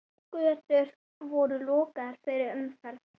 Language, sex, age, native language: Icelandic, female, 9, Icelandic